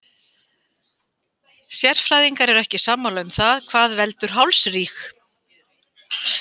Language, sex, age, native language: Icelandic, female, 50-59, Icelandic